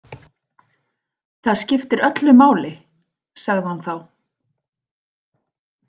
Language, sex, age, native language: Icelandic, female, 40-49, Icelandic